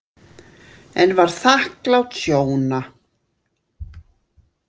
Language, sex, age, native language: Icelandic, female, 60-69, Icelandic